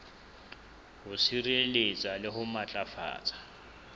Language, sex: Southern Sotho, male